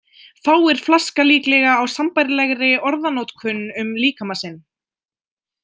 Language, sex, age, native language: Icelandic, female, 20-29, Icelandic